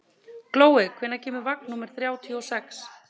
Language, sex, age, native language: Icelandic, female, 30-39, Icelandic